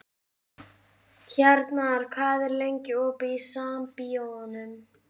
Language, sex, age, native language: Icelandic, female, 11, Icelandic